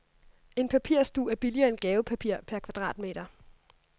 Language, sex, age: Danish, female, 26